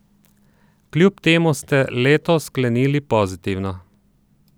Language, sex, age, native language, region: Slovenian, male, 30-49, Slovenian, Southeast Slovenia